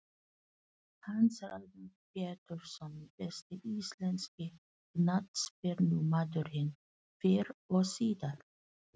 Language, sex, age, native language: Icelandic, female, 40-49, Filipino